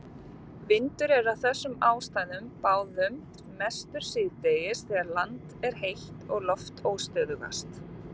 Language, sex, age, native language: Icelandic, female, 50-59, Icelandic